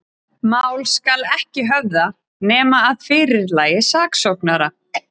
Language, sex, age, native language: Icelandic, female, 30-39, Icelandic